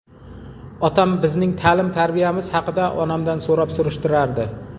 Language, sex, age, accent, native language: Uzbek, male, 40-49, Jizzax, Uzbek